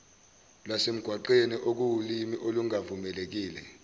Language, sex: Zulu, male